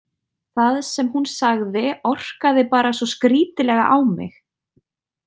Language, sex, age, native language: Icelandic, female, 30-39, Icelandic